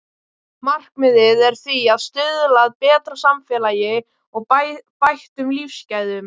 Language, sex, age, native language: Icelandic, male, 18-19, Icelandic